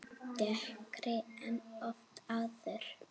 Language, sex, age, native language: Icelandic, female, 8, Icelandic